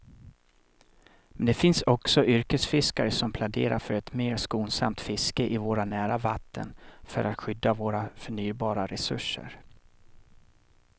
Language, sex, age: Swedish, male, 37